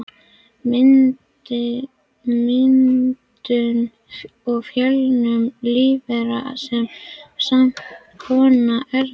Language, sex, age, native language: Icelandic, female, 11, Icelandic